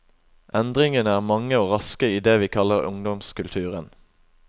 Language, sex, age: Norwegian, male, 21